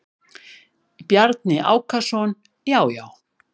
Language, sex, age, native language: Icelandic, female, 50-59, Icelandic